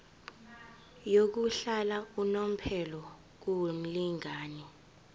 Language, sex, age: Zulu, female, 18